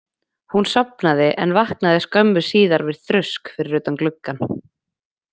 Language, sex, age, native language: Icelandic, female, 20-29, Icelandic